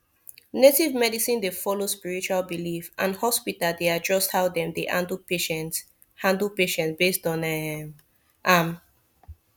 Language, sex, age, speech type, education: Nigerian Pidgin, female, 15-29, spontaneous, tertiary